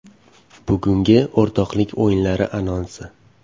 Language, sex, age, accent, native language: Uzbek, male, 18-24, Farg'ona, Uzbek